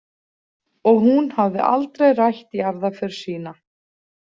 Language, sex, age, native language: Icelandic, female, 40-49, Icelandic